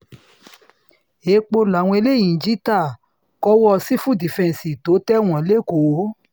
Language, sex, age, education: Yoruba, female, 30-45, tertiary